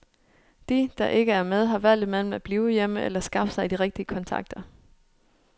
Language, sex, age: Danish, female, 29